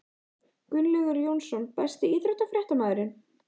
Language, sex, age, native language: Icelandic, female, 14, Icelandic